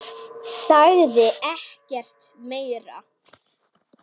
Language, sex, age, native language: Icelandic, female, 10, Icelandic